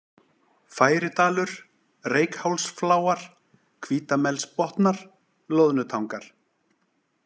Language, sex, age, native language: Icelandic, male, 40-49, Icelandic